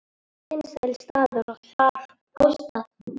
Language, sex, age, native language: Icelandic, male, 10, Icelandic